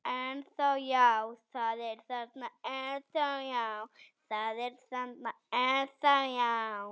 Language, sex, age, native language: Icelandic, male, 8, Icelandic